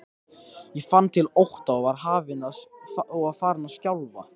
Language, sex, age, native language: Icelandic, male, 13, Icelandic